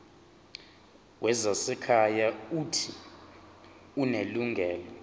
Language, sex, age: Zulu, male, 23